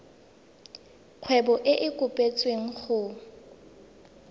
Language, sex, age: Tswana, female, 19